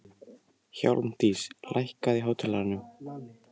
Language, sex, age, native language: Icelandic, male, 18-19, Icelandic